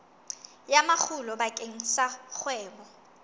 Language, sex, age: Southern Sotho, female, 19